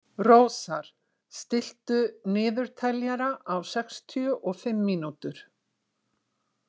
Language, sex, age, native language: Icelandic, female, 60-69, Icelandic